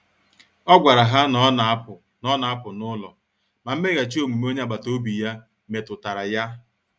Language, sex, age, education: Igbo, male, 46-60, tertiary